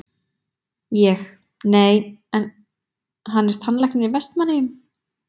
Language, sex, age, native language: Icelandic, female, 20-29, Icelandic